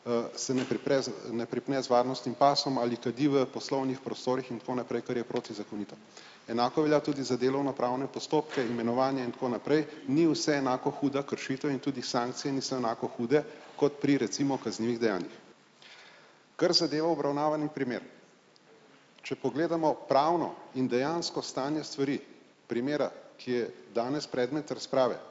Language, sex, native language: Slovenian, male, Slovenian